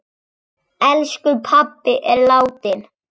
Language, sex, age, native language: Icelandic, male, 7, Icelandic